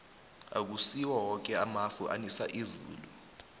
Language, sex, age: South Ndebele, male, 19